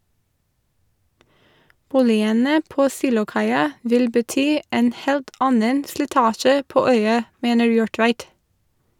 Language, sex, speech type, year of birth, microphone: Norwegian, female, read, 1987, Shure